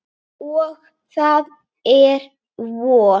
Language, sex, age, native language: Icelandic, female, 8, Icelandic